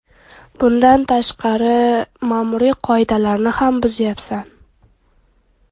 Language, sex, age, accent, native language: Uzbek, female, 12-17, Toshkent viloyati, Uzbek